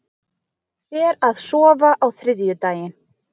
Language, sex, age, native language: Icelandic, female, 20-29, Icelandic